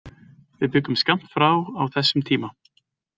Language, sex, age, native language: Icelandic, male, 20-29, Icelandic